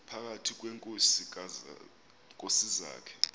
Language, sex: Xhosa, male